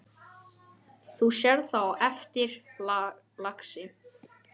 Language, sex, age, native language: Icelandic, male, 12, Icelandic